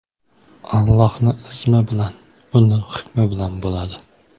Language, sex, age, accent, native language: Uzbek, male, 18-24, Qoraqalpog'iston, Uzbek